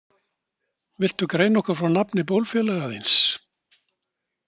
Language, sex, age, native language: Icelandic, male, 60-69, Icelandic